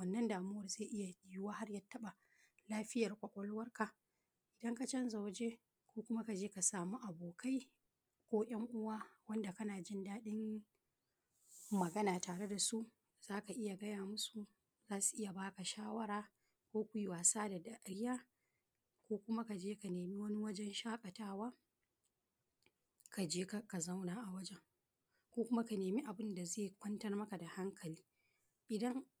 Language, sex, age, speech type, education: Hausa, female, 30-45, spontaneous, primary